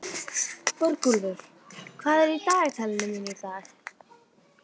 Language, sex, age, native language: Icelandic, female, 12, Icelandic